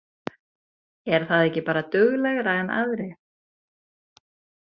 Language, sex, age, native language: Icelandic, female, 30-39, Icelandic